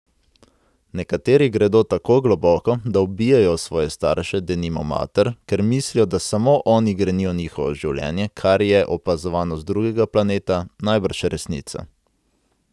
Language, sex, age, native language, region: Slovenian, male, 18-29, Slovenian, Central Slovenia